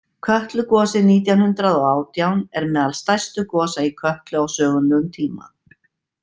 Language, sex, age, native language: Icelandic, female, 50-59, Icelandic